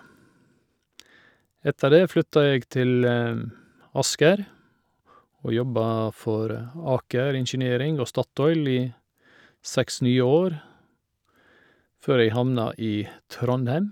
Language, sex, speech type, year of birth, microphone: Norwegian, male, spontaneous, 1961, Shure